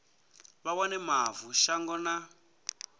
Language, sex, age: Venda, male, 27